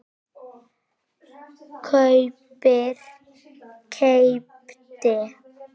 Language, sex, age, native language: Icelandic, female, 6, Icelandic